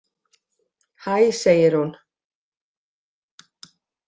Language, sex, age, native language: Icelandic, female, 40-49, Icelandic